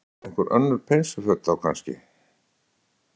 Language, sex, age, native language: Icelandic, male, 60-69, Icelandic